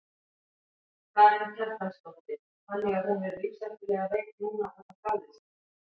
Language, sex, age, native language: Icelandic, female, 50-59, Icelandic